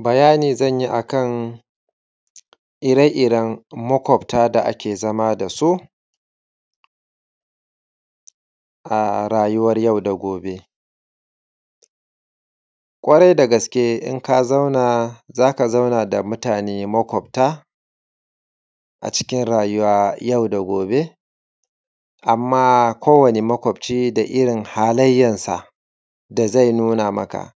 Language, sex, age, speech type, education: Hausa, male, 30-45, spontaneous, secondary